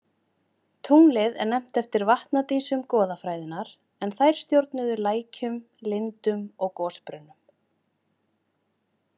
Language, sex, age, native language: Icelandic, female, 30-39, Icelandic